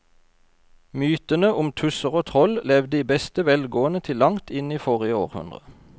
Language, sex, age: Norwegian, male, 32